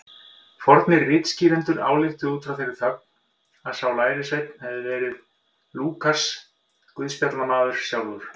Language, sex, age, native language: Icelandic, male, 50-59, Icelandic